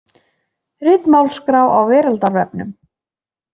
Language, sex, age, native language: Icelandic, female, 20-29, Icelandic